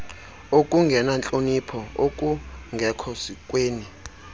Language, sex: Xhosa, male